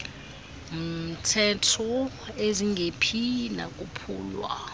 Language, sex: Xhosa, female